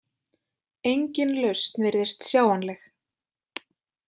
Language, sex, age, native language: Icelandic, female, 20-29, Icelandic